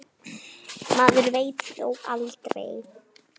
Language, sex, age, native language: Icelandic, female, 10, Icelandic